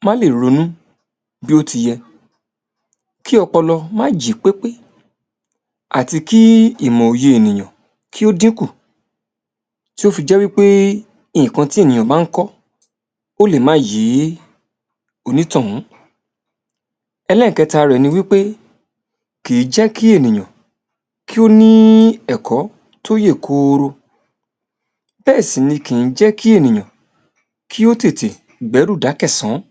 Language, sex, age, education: Yoruba, male, 30-45, tertiary